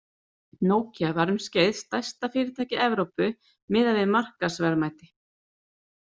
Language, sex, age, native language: Icelandic, female, 30-39, Icelandic